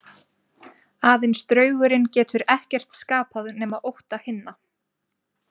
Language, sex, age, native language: Icelandic, female, 20-29, Icelandic